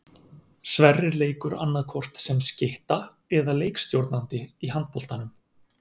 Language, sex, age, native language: Icelandic, male, 30-39, Icelandic